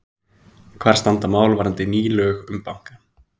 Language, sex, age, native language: Icelandic, male, 20-29, Icelandic